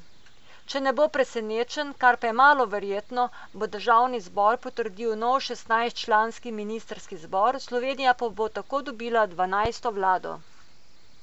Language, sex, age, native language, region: Slovenian, female, 50-59, Slovenian, Coastal Karst region